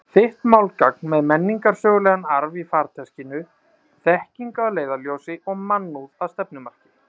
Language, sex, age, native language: Icelandic, male, 30-39, Icelandic